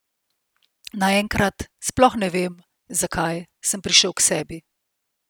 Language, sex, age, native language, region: Slovenian, female, 50-59, Slovenian, Central Slovenia